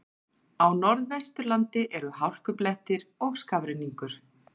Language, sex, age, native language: Icelandic, female, 40-49, Icelandic